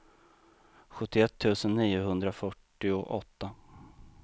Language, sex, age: Swedish, male, 39